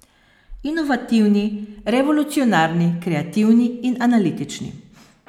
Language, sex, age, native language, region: Slovenian, female, 50-59, Slovenian, Posavska region